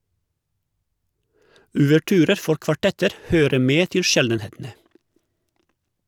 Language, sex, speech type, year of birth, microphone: Norwegian, male, read, 1971, Shure